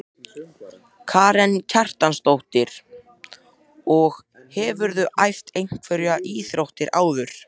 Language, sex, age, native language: Icelandic, male, 14, Icelandic